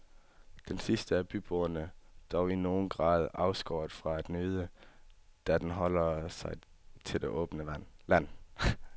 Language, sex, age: Danish, male, 18